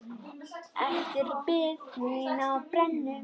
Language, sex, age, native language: Icelandic, female, 10, Icelandic